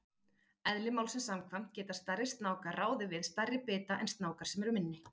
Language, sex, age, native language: Icelandic, female, 40-49, Icelandic